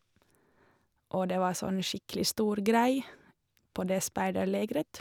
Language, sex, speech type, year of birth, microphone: Norwegian, female, spontaneous, 1987, Shure